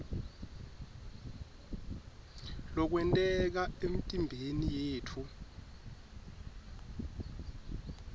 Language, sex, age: Swati, male, 23